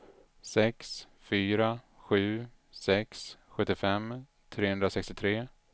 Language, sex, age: Swedish, male, 33